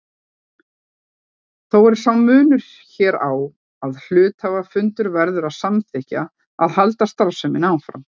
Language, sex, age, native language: Icelandic, female, 40-49, Icelandic